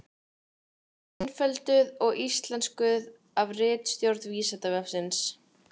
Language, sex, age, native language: Icelandic, female, 18-19, Icelandic